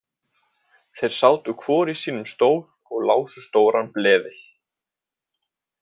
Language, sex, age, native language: Icelandic, male, 20-29, Icelandic